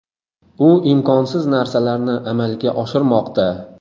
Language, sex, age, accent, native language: Uzbek, male, 18-24, Qoraqalpog'iston, Uzbek